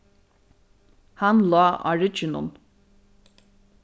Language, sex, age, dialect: Faroese, female, 36-60, Norðurstreymoy/Eysturoy